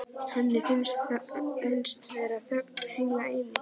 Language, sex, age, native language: Icelandic, male, 11, Icelandic